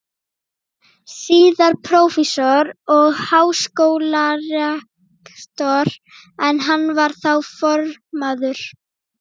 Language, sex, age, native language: Icelandic, female, 12, Icelandic